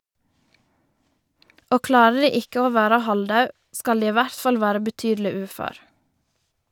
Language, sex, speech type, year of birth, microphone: Norwegian, female, read, 1990, Shure